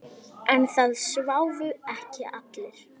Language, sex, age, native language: Icelandic, female, 10, Icelandic